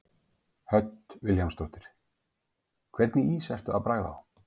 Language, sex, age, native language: Icelandic, male, 50-59, Icelandic